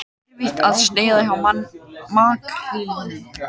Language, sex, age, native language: Icelandic, male, 18-19, Icelandic